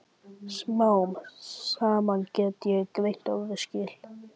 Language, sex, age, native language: Icelandic, male, 11, Icelandic